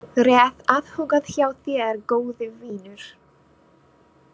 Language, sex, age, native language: Icelandic, female, 20-29, Filipino